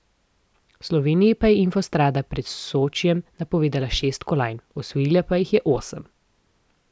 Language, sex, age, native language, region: Slovenian, female, 18-29, Slovenian, Central Slovenia